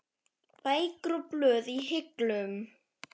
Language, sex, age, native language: Icelandic, male, 10, Icelandic